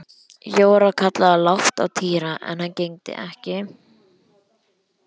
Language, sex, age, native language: Icelandic, male, 11, Icelandic